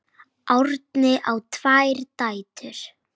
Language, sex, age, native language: Icelandic, female, 9, Icelandic